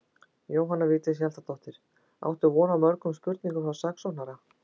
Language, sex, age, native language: Icelandic, female, 60-69, Icelandic